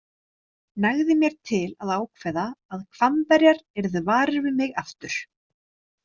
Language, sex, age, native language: Icelandic, female, 30-39, Icelandic